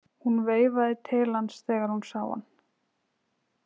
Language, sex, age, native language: Icelandic, female, 20-29, Icelandic